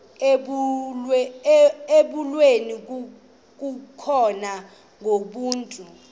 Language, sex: Xhosa, female